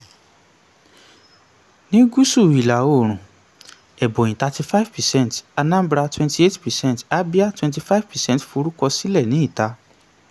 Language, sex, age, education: Yoruba, male, 15-29, tertiary